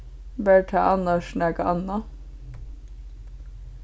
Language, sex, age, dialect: Faroese, female, 15-35, Suðurstreymoy